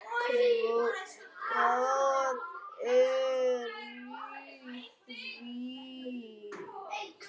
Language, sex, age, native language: Icelandic, female, 9, Icelandic